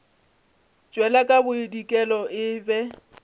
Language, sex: Northern Sotho, female